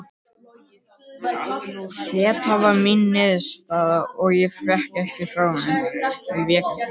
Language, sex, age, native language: Icelandic, male, 12, Icelandic